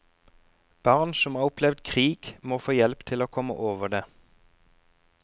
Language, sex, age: Norwegian, male, 34